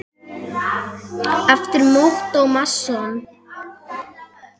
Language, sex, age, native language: Icelandic, female, 8, Icelandic